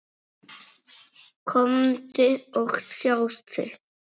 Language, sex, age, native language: Icelandic, female, 6, Icelandic